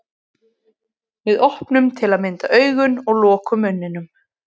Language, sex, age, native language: Icelandic, female, 20-29, Icelandic